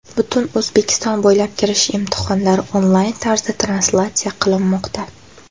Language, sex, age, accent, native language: Uzbek, female, under 19, Andijon, Uzbek